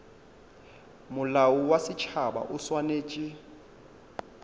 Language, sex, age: Northern Sotho, male, 22